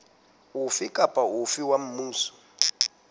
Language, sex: Southern Sotho, male